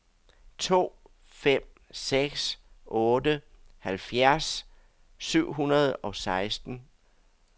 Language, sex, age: Danish, male, 62